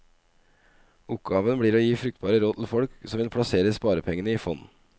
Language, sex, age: Norwegian, male, 25